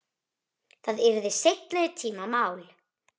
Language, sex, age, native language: Icelandic, female, 9, Icelandic